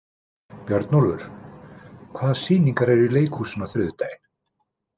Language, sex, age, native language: Icelandic, male, 50-59, Icelandic